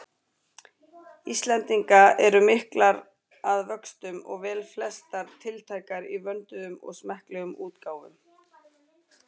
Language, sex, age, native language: Icelandic, female, 40-49, Icelandic